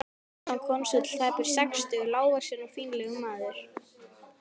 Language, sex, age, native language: Icelandic, female, 12, Icelandic